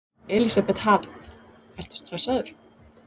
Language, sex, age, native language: Icelandic, female, 30-39, Icelandic